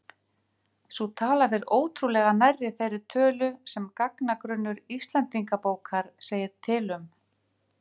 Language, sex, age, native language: Icelandic, female, 50-59, Icelandic